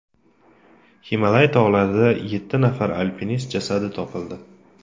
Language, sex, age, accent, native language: Uzbek, male, 25-34, Andijon, Uzbek